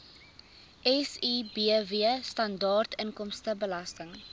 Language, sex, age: Afrikaans, female, 19